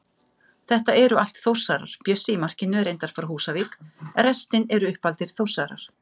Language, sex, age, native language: Icelandic, female, 50-59, Icelandic